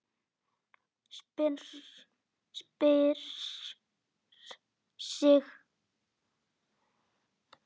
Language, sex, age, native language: Icelandic, male, 9, Icelandic